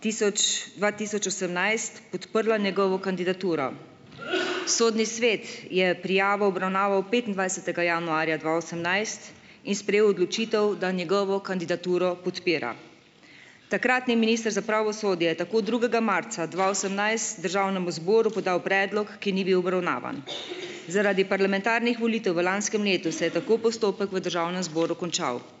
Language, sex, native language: Slovenian, female, Slovenian